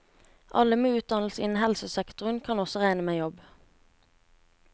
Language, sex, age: Norwegian, female, 17